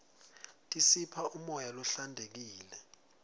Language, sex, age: Swati, male, 20